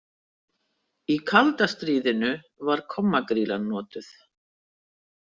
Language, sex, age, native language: Icelandic, female, 60-69, Icelandic